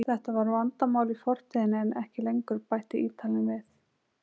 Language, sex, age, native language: Icelandic, female, 20-29, Icelandic